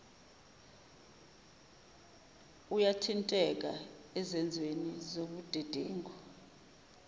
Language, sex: Zulu, female